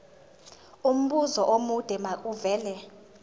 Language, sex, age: Zulu, female, 19